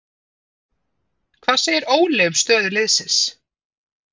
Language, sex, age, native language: Icelandic, female, 30-39, Icelandic